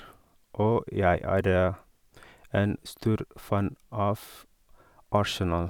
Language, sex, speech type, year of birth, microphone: Norwegian, male, spontaneous, 1983, Sennheiser